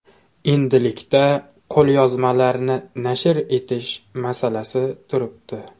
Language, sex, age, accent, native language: Uzbek, male, 18-24, Toshkent shahri, Uzbek